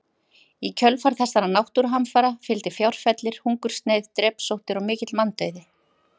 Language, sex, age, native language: Icelandic, female, 50-59, Icelandic